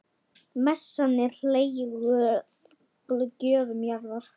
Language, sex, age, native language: Icelandic, male, 10, Icelandic